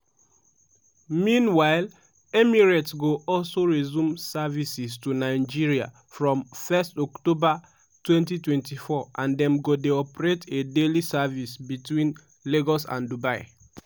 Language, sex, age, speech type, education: Nigerian Pidgin, male, 15-29, spontaneous, tertiary